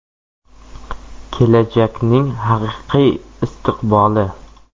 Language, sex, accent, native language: Uzbek, male, Jizzax, Uzbek